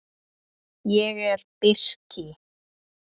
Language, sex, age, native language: Icelandic, male, 10, Icelandic